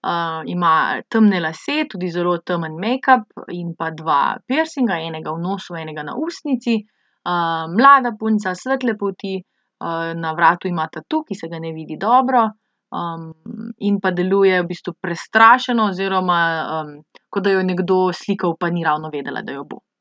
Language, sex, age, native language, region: Slovenian, female, 18-29, Slovenian, Central Slovenia